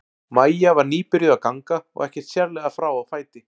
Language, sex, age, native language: Icelandic, male, 40-49, Icelandic